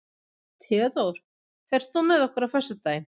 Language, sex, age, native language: Icelandic, female, 50-59, Swedish